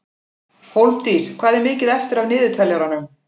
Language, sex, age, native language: Icelandic, female, 40-49, Icelandic